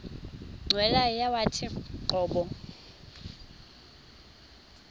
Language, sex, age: Xhosa, female, 26